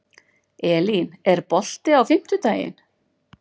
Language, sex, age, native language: Icelandic, female, 40-49, Icelandic